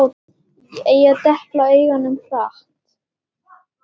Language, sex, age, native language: Icelandic, female, 10, Icelandic